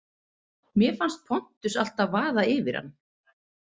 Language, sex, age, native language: Icelandic, female, 30-39, Icelandic